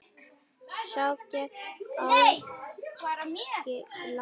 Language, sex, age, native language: Icelandic, female, 10, Icelandic